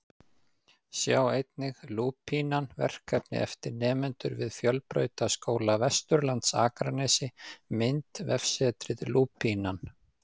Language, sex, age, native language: Icelandic, male, 50-59, Icelandic